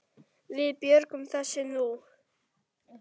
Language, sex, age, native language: Icelandic, female, 8, Icelandic